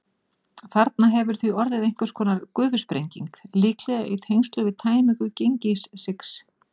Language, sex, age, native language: Icelandic, female, 40-49, Icelandic